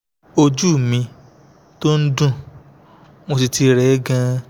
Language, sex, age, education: Yoruba, male, 15-29, tertiary